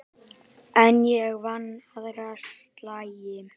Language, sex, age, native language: Icelandic, male, 9, Icelandic